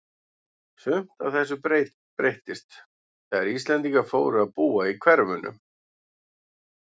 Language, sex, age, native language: Icelandic, male, 40-49, Icelandic